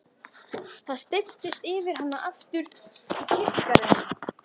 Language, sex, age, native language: Icelandic, female, 13, Icelandic